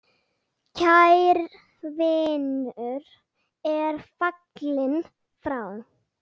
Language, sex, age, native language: Icelandic, female, 8, Icelandic